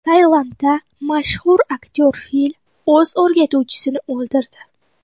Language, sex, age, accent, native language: Uzbek, female, 12-17, Qoraqalpog'iston, Uzbek